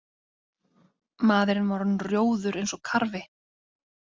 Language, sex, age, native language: Icelandic, female, 30-39, Icelandic